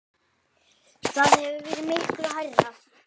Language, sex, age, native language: Icelandic, male, 10, Icelandic